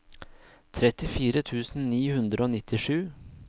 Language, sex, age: Norwegian, male, 26